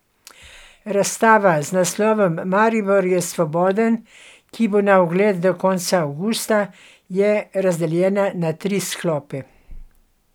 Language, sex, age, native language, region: Slovenian, female, 60+, Slovenian, Gorenjska region